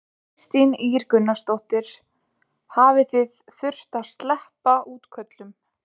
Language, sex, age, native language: Icelandic, female, 20-29, Icelandic